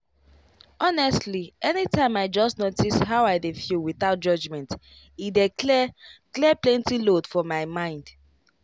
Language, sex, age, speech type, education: Nigerian Pidgin, female, 15-29, spontaneous, tertiary